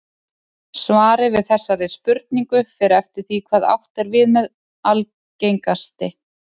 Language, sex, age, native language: Icelandic, male, 30-39, Icelandic